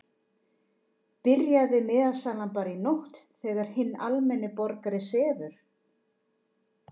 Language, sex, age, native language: Icelandic, female, 40-49, Icelandic